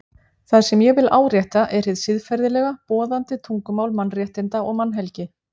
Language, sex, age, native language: Icelandic, female, 40-49, Icelandic